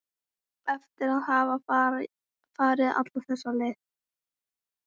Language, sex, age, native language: Icelandic, female, 13, Icelandic